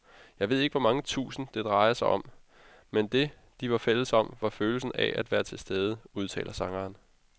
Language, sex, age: Danish, male, 32